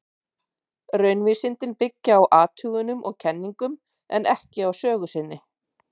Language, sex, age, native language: Icelandic, female, 50-59, Icelandic